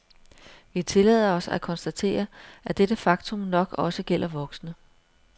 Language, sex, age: Danish, female, 42